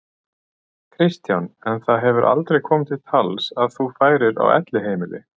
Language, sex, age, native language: Icelandic, male, 40-49, Icelandic